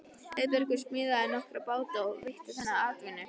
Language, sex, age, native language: Icelandic, female, 11, Icelandic